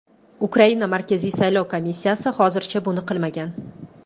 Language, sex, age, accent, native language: Uzbek, female, 25-34, Toshkent shahri, Uzbek